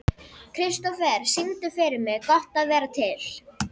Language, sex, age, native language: Icelandic, female, 11, Icelandic